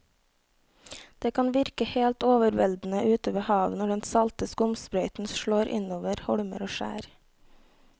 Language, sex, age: Norwegian, female, 18